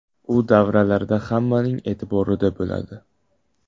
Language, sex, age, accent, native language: Uzbek, male, 18-24, Surxondaryo, Uzbek